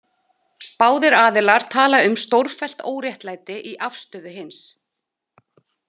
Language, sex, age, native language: Icelandic, female, 30-39, Icelandic